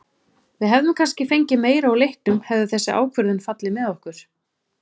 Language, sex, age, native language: Icelandic, female, 30-39, Icelandic